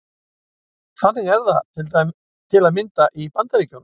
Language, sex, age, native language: Icelandic, male, 60-69, Icelandic